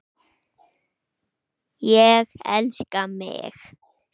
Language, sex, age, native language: Icelandic, male, 9, Icelandic